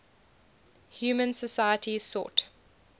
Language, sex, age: English, female, 20